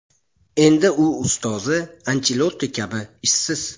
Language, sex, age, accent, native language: Uzbek, male, 25-34, Buxoro, Uzbek